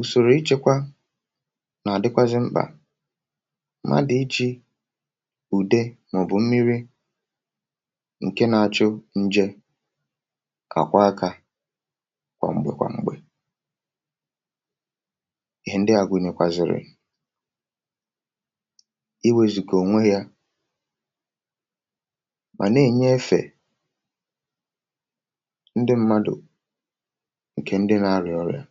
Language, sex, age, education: Igbo, male, 30-45, tertiary